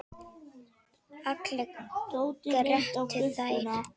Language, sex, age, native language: Icelandic, female, 18-19, Icelandic